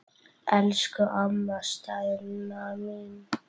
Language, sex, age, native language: Icelandic, female, 8, Icelandic